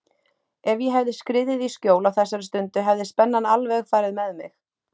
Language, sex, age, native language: Icelandic, female, 30-39, Icelandic